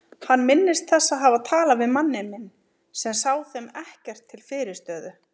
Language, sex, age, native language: Icelandic, female, 30-39, Icelandic